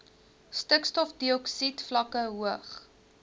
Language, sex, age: Afrikaans, female, 19